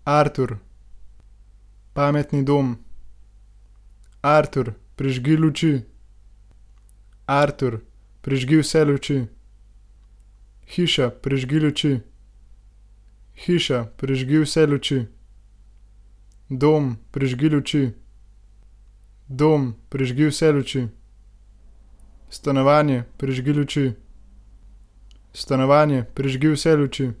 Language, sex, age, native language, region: Slovenian, male, 18-29, Slovenian, Gorenjska region